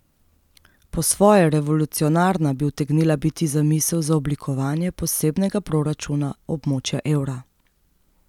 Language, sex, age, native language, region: Slovenian, female, 30-49, Slovenian, Central Slovenia